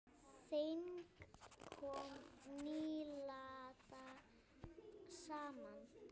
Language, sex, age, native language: Icelandic, female, 9, Icelandic